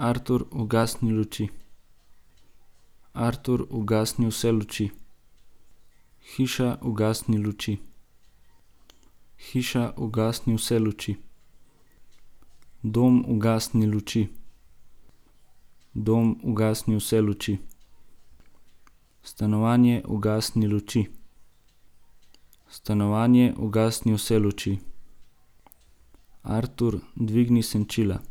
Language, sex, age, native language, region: Slovenian, male, 18-29, Slovenian, Gorenjska region